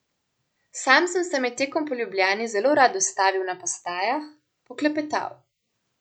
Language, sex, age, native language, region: Slovenian, female, 18-29, Slovenian, Central Slovenia